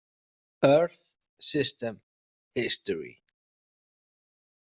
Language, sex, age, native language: Icelandic, male, 30-39, Icelandic